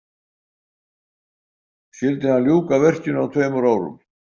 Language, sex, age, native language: Icelandic, male, 80-89, Icelandic